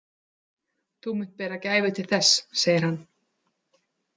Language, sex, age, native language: Icelandic, female, 30-39, Icelandic